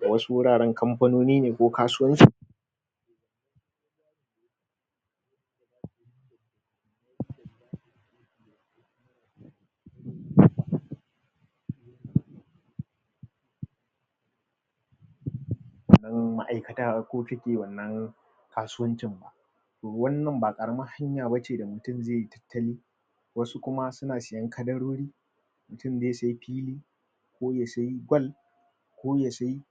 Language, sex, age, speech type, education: Hausa, male, 30-45, spontaneous, tertiary